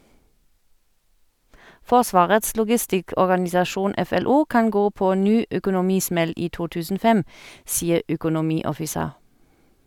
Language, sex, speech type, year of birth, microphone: Norwegian, female, read, 1971, Sennheiser